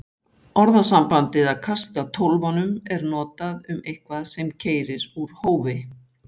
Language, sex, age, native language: Icelandic, female, 60-69, Icelandic